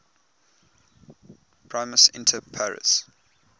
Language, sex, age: English, male, 20